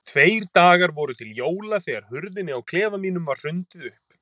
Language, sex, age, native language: Icelandic, male, 30-39, Icelandic